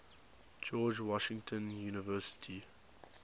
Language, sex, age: English, male, 19